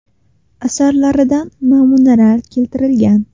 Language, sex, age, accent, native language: Uzbek, female, 18-24, Namangan, Uzbek